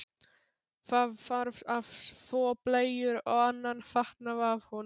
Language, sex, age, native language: Icelandic, male, 12, Polish